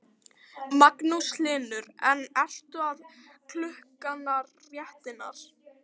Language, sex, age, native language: Icelandic, female, 12, Icelandic